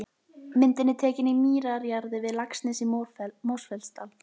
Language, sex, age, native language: Icelandic, female, 12, Icelandic